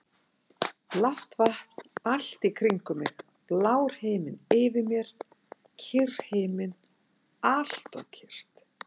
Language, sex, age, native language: Icelandic, female, 60-69, Icelandic